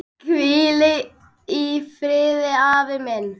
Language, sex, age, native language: Icelandic, male, 10, Icelandic